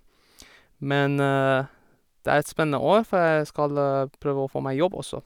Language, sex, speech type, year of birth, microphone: Norwegian, male, spontaneous, 1987, Sennheiser